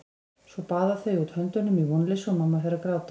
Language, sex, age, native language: Icelandic, female, 20-29, Icelandic